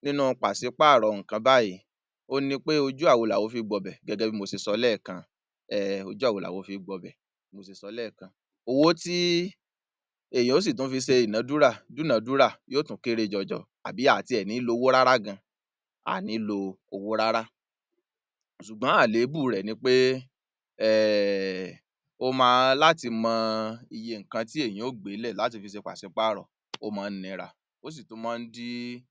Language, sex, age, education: Yoruba, male, 30-45, tertiary